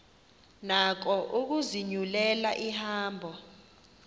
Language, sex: Xhosa, female